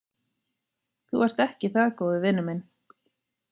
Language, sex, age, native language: Icelandic, female, 40-49, Icelandic